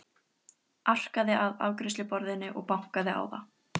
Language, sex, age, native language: Icelandic, female, 13, Icelandic